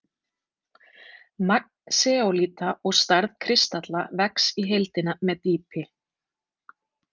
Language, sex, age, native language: Icelandic, female, 30-39, Icelandic